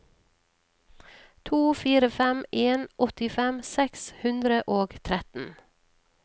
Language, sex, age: Norwegian, female, 39